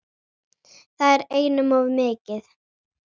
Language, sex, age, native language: Icelandic, female, 9, Icelandic